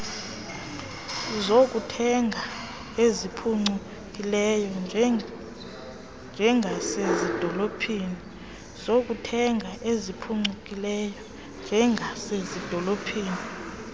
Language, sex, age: Xhosa, female, 22